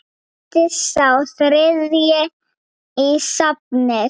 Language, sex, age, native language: Icelandic, female, 8, Icelandic